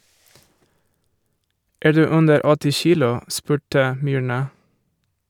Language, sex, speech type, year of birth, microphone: Norwegian, male, read, 1978, Shure